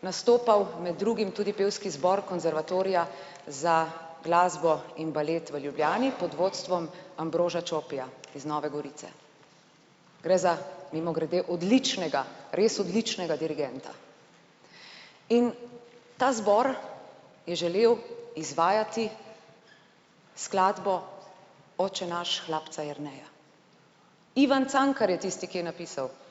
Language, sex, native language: Slovenian, female, Slovenian